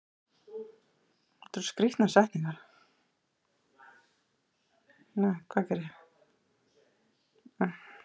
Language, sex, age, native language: Icelandic, female, 30-39, Icelandic